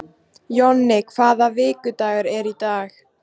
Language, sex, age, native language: Icelandic, female, 15, Icelandic